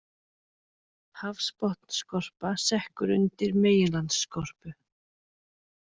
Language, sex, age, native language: Icelandic, female, 40-49, Icelandic